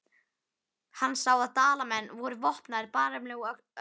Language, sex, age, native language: Icelandic, male, 11, Icelandic